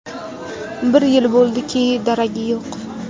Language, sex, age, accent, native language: Uzbek, female, 19-29, Toshkent shahri, Uzbek